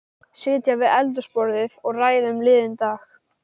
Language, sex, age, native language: Icelandic, male, 12, Icelandic